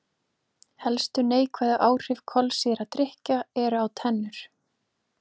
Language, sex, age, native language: Icelandic, female, 20-29, Icelandic